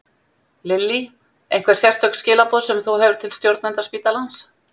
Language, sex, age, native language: Icelandic, female, 50-59, Icelandic